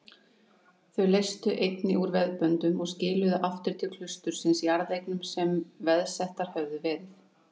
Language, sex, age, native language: Icelandic, female, 30-39, Icelandic